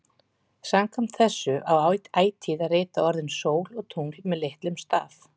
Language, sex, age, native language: Icelandic, female, 40-49, Icelandic